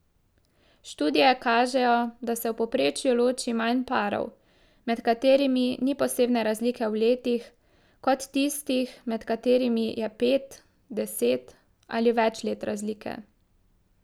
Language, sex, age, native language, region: Slovenian, female, 18-29, Slovenian, Drava region